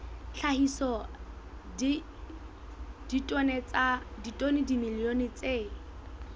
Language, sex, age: Southern Sotho, female, 20